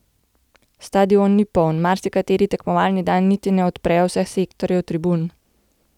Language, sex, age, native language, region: Slovenian, female, 18-29, Slovenian, Gorenjska region